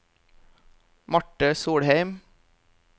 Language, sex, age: Norwegian, male, 32